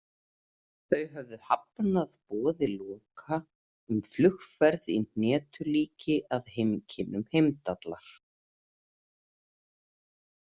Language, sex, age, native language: Icelandic, female, 30-39, Icelandic